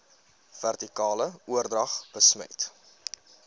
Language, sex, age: Afrikaans, male, 20